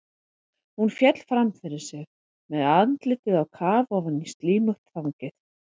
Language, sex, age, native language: Icelandic, female, 30-39, Icelandic